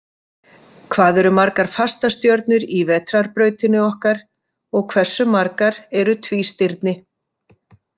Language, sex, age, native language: Icelandic, female, 50-59, Icelandic